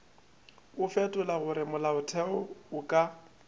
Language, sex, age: Northern Sotho, male, 25